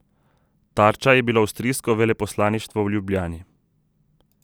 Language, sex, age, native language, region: Slovenian, male, 30-49, Slovenian, Southeast Slovenia